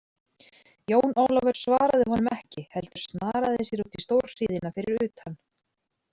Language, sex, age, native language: Icelandic, female, 30-39, Icelandic